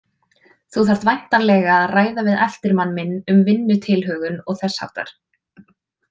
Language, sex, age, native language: Icelandic, female, 20-29, Icelandic